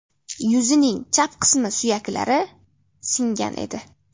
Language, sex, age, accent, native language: Uzbek, female, 12-17, Namangan, Uzbek